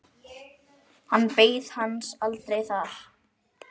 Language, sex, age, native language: Icelandic, male, 9, Icelandic